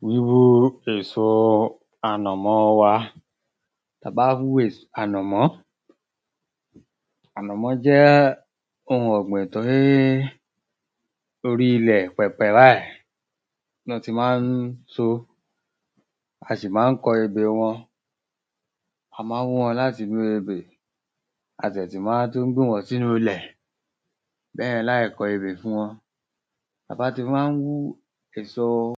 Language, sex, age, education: Yoruba, male, 30-45, tertiary